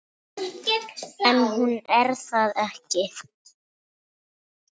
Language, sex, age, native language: Icelandic, female, 7, Icelandic